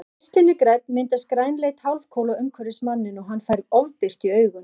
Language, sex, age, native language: Icelandic, female, 40-49, Icelandic